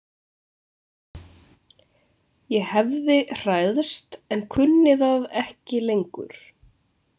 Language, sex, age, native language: Icelandic, female, 20-29, Icelandic